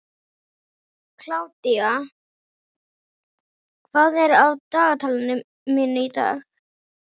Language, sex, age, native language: Icelandic, female, 11, Icelandic